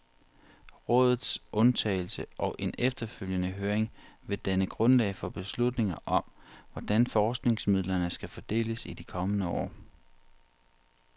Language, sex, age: Danish, male, 40